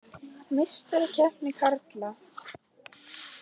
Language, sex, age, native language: Icelandic, female, 20-29, Icelandic